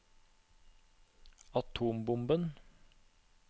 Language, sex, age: Norwegian, male, 36